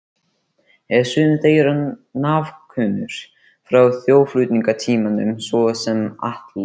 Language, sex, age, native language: Icelandic, male, 13, Icelandic